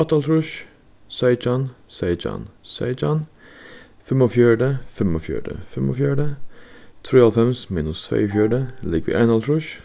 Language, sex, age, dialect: Faroese, male, 15-35, Suðurstreymoy